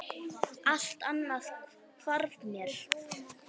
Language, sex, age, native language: Icelandic, female, 9, Icelandic